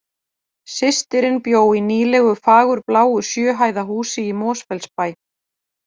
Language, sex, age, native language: Icelandic, female, 40-49, Icelandic